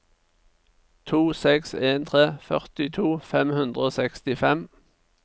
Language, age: Norwegian, 49